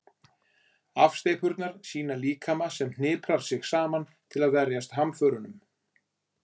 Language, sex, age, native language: Icelandic, male, 40-49, Icelandic